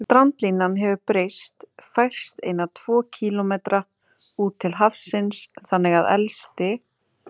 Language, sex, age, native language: Icelandic, female, 30-39, Icelandic